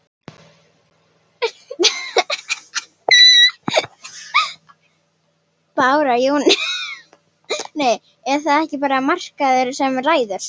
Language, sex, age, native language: Icelandic, female, 18-19, Icelandic